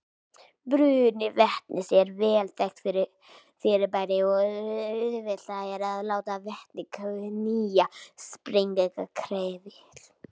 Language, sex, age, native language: Icelandic, male, 18-19, Icelandic